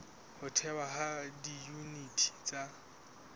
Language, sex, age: Southern Sotho, male, 19